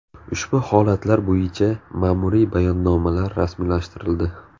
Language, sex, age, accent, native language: Uzbek, male, 18-24, Navoiy, Uzbek